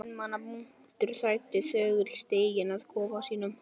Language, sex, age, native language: Icelandic, male, 11, Icelandic